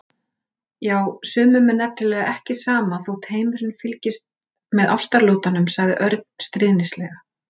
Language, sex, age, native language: Icelandic, female, 40-49, Icelandic